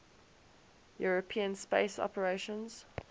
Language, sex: English, female